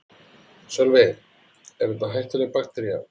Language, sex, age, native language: Icelandic, male, 40-49, Icelandic